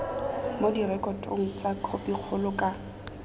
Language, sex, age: Tswana, female, 21